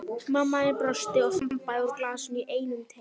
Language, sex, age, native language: Icelandic, female, 12, Icelandic